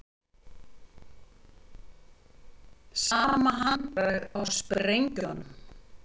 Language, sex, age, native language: Icelandic, female, 50-59, Icelandic